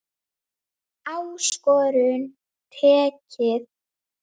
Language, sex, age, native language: Icelandic, female, 9, Icelandic